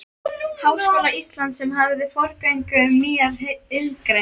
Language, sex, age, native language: Icelandic, female, 13, Icelandic